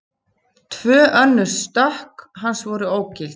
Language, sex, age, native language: Icelandic, female, 50-59, Icelandic